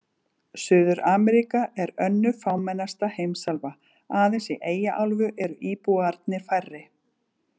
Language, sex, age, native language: Icelandic, female, 40-49, Icelandic